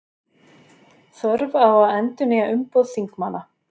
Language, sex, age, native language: Icelandic, female, 40-49, Icelandic